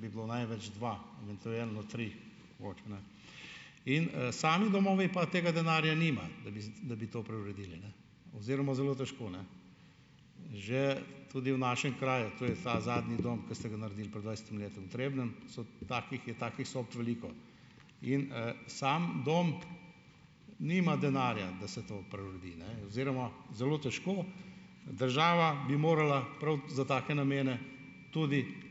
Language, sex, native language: Slovenian, male, Slovenian